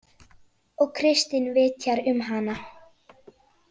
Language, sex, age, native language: Icelandic, female, 40-49, Icelandic